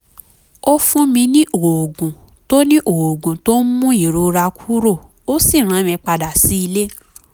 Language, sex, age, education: Yoruba, female, 15-29, tertiary